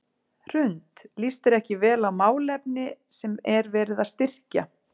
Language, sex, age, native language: Icelandic, female, 40-49, Icelandic